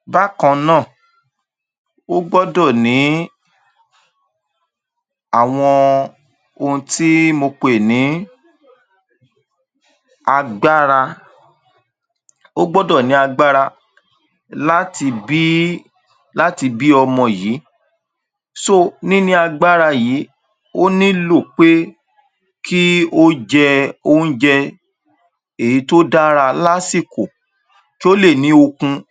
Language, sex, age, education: Yoruba, male, 30-45, tertiary